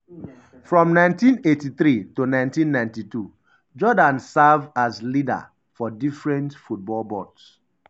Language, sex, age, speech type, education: Nigerian Pidgin, male, 30-45, spontaneous, secondary